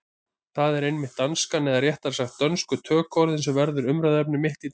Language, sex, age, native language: Icelandic, male, 30-39, Icelandic